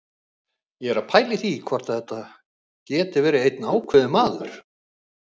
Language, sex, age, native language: Icelandic, male, 40-49, Icelandic